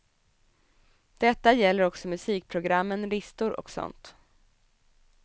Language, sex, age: Swedish, female, 27